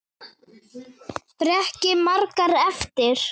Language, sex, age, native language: Icelandic, female, 8, Icelandic